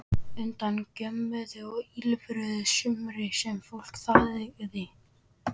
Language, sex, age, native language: Icelandic, male, 12, Icelandic